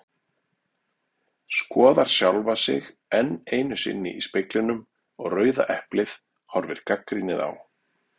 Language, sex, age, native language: Icelandic, male, 40-49, Icelandic